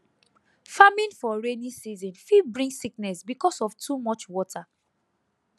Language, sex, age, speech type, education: Nigerian Pidgin, female, 15-29, spontaneous, tertiary